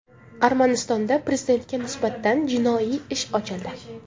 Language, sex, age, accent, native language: Uzbek, female, 19-29, Samarqand, Uzbek